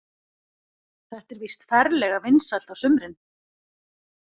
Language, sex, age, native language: Icelandic, female, 40-49, Icelandic